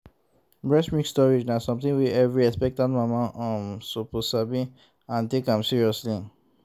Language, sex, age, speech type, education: Nigerian Pidgin, male, 15-29, spontaneous, tertiary